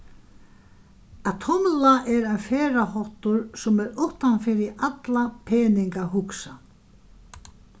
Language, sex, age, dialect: Faroese, female, 61+, Vágar